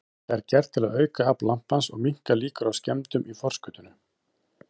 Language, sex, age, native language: Icelandic, male, 40-49, Icelandic